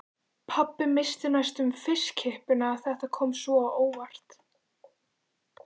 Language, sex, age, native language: Icelandic, female, 14, Icelandic